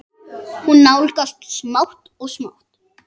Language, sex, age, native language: Icelandic, male, 8, Icelandic